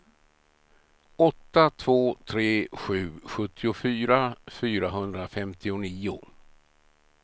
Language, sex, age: Swedish, male, 67